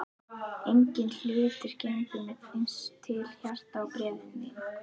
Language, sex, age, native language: Icelandic, female, 11, Icelandic